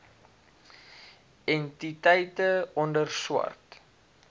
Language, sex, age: Afrikaans, male, 19